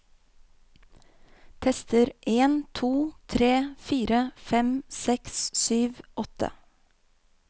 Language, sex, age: Norwegian, female, 35